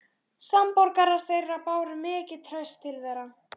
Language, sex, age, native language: Icelandic, female, 12, Icelandic